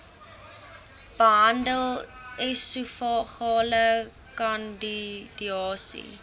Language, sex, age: Afrikaans, female, 20